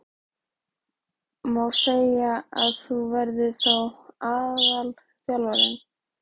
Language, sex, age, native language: Icelandic, female, 13, Icelandic